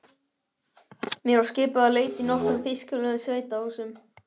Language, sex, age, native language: Icelandic, male, 11, Icelandic